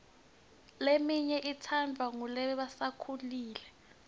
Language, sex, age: Swati, female, 19